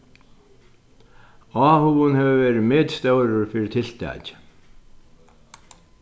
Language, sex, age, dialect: Faroese, male, 61+, Sandoy